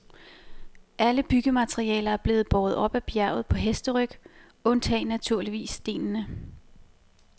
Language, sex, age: Danish, female, 28